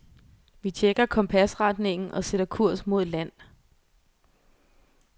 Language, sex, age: Danish, female, 24